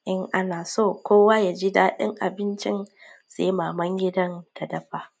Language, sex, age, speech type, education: Hausa, female, 15-29, spontaneous, tertiary